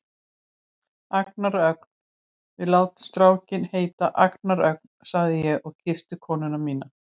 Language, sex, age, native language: Icelandic, female, 60-69, Icelandic